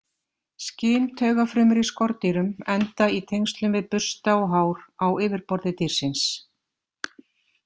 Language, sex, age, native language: Icelandic, female, 50-59, Icelandic